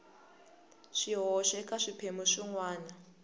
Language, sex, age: Tsonga, female, 18